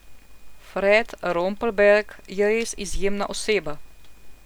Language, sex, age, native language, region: Slovenian, female, 50-59, Slovenian, Central Slovenia